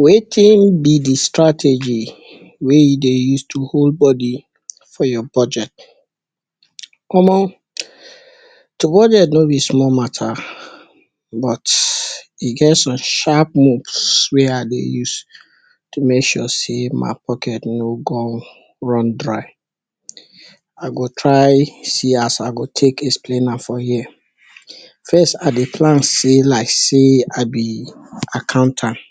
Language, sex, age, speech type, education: Nigerian Pidgin, male, 60+, spontaneous, tertiary